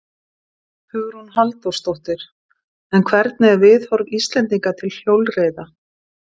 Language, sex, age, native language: Icelandic, female, 50-59, Icelandic